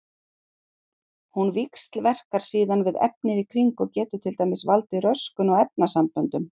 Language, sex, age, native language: Icelandic, female, 40-49, Icelandic